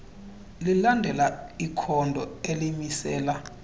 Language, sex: Xhosa, male